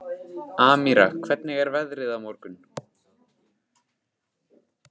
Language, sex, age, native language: Icelandic, male, 15, Icelandic